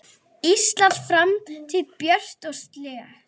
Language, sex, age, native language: Icelandic, female, 9, Icelandic